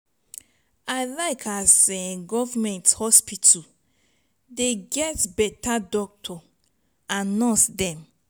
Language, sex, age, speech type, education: Nigerian Pidgin, female, 30-45, spontaneous, tertiary